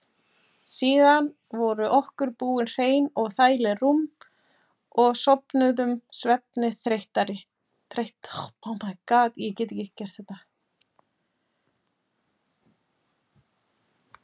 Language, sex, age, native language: Icelandic, female, 40-49, Icelandic